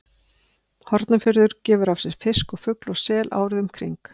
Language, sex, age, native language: Icelandic, female, 50-59, Icelandic